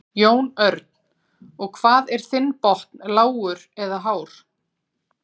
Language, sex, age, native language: Icelandic, female, 40-49, Icelandic